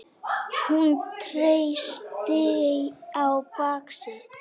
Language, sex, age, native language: Icelandic, female, 10, Icelandic